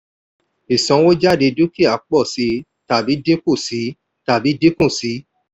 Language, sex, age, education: Yoruba, male, 46-60, tertiary